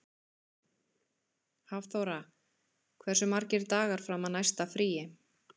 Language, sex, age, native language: Icelandic, female, 30-39, Icelandic